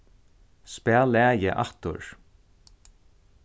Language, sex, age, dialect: Faroese, male, 36-60, Norðurstreymoy/Eysturoy